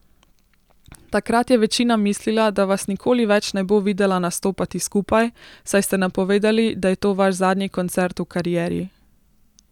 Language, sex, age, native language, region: Slovenian, female, 18-29, Slovenian, Central Slovenia